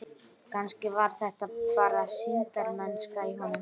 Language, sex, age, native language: Icelandic, male, 12, Icelandic